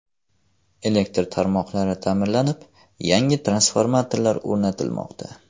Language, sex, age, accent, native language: Uzbek, male, 18-24, Farg'ona, Uzbek